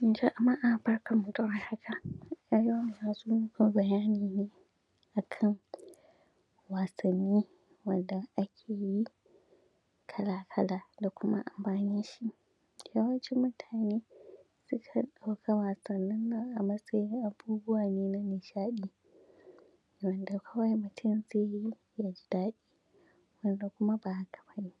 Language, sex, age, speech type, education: Hausa, female, 15-29, spontaneous, secondary